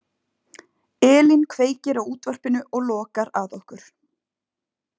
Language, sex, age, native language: Icelandic, female, 20-29, Icelandic